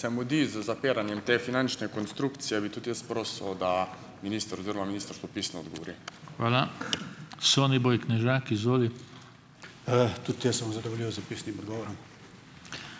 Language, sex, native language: Slovenian, male, Slovenian